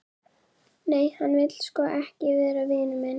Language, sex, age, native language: Icelandic, female, 11, Icelandic